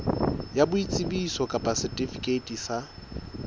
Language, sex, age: Southern Sotho, male, 22